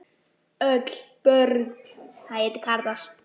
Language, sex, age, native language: Icelandic, female, 18-19, Icelandic